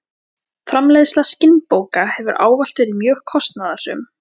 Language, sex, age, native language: Icelandic, female, 14, Icelandic